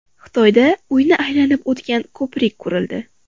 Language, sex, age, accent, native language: Uzbek, female, 18-24, Farg'ona, Uzbek